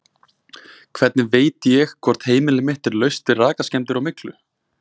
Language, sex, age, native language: Icelandic, male, 20-29, Icelandic